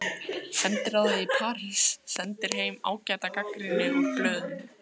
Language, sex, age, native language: Icelandic, female, 15, Icelandic